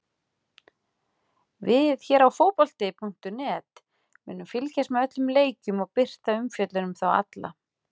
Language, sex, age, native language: Icelandic, female, 40-49, Icelandic